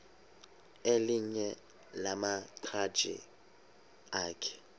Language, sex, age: Xhosa, male, 31